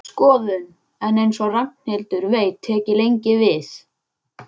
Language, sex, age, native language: Icelandic, male, 11, Icelandic